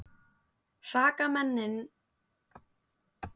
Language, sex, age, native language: Icelandic, female, 18-19, Icelandic